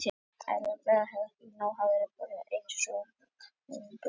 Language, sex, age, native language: Icelandic, male, 50-59, Icelandic